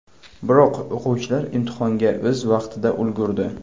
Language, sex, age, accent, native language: Uzbek, male, 18-24, Buxoro, Uzbek